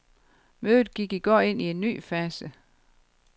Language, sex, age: Danish, female, 52